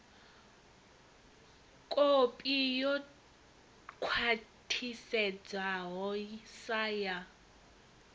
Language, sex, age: Venda, female, 22